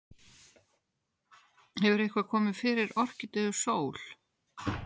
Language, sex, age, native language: Icelandic, female, 60-69, Icelandic